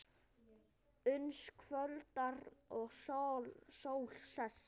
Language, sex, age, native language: Icelandic, male, 9, Icelandic